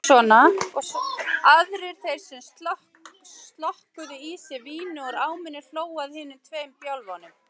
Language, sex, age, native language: Icelandic, female, 40-49, Icelandic